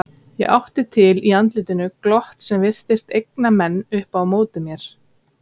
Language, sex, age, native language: Icelandic, female, 30-39, Icelandic